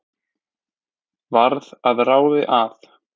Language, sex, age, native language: Icelandic, male, 20-29, Icelandic